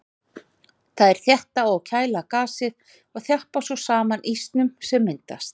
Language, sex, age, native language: Icelandic, male, 40-49, Icelandic